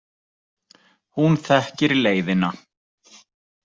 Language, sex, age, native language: Icelandic, male, 40-49, Icelandic